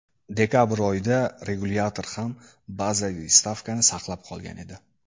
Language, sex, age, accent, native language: Uzbek, male, 18-24, Andijon, Uzbek